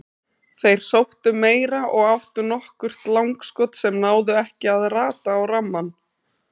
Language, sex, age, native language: Icelandic, female, 30-39, Icelandic